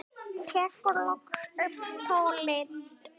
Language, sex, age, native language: Icelandic, male, 9, Icelandic